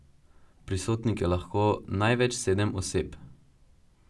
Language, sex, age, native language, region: Slovenian, male, 12-17, Slovenian, Drava region